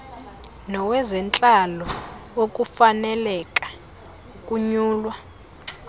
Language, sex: Xhosa, female